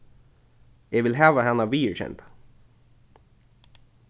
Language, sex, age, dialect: Faroese, male, 15-35, Norðurstreymoy/Eysturoy